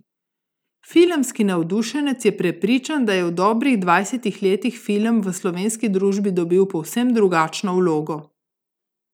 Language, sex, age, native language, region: Slovenian, female, 30-49, Slovenian, Gorica region